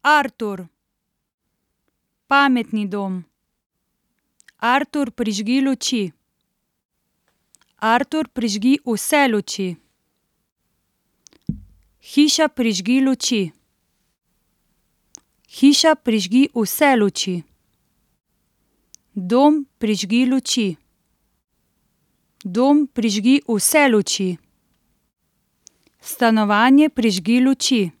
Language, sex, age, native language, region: Slovenian, female, 30-49, Slovenian, Central Slovenia